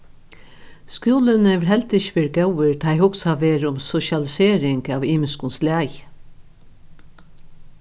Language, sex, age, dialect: Faroese, female, 61+, Norðuroyggjar